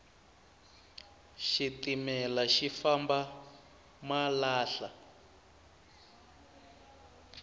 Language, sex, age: Tsonga, male, 19